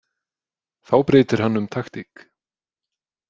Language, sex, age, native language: Icelandic, male, 20-29, Icelandic